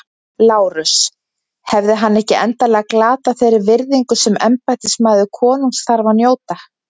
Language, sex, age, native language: Icelandic, female, 20-29, Icelandic